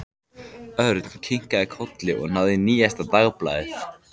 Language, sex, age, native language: Icelandic, male, 14, Icelandic